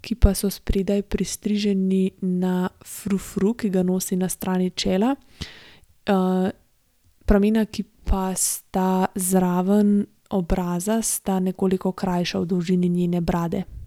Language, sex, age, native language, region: Slovenian, female, 18-29, Slovenian, Gorenjska region